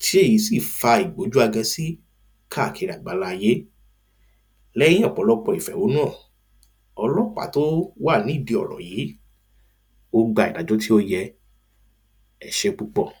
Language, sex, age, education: Yoruba, male, 30-45, primary